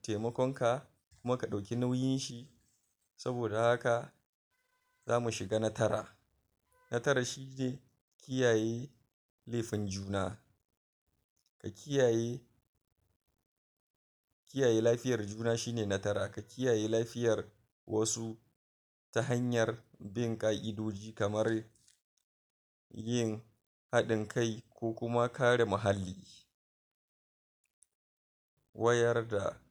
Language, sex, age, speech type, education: Hausa, male, 46-60, spontaneous, tertiary